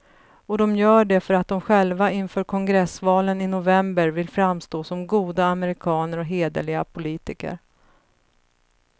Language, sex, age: Swedish, female, 35